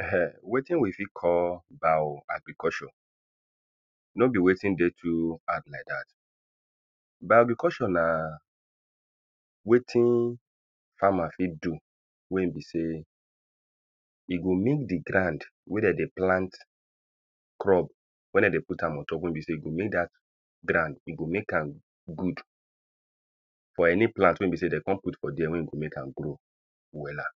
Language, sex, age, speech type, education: Nigerian Pidgin, male, 30-45, spontaneous, primary